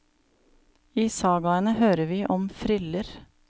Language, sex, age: Norwegian, female, 35